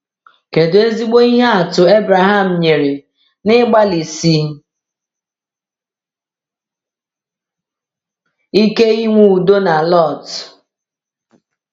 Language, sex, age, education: Igbo, female, 30-45, tertiary